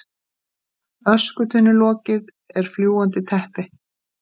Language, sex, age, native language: Icelandic, female, 50-59, Icelandic